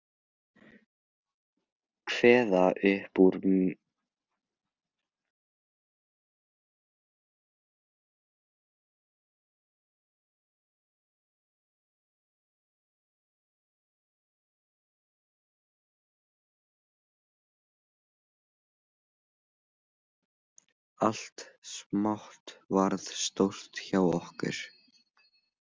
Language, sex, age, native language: Icelandic, male, 16, Icelandic